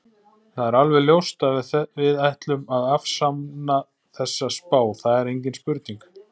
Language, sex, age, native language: Icelandic, male, 40-49, Icelandic